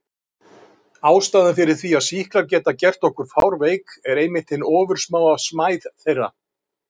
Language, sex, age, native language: Icelandic, male, 50-59, Icelandic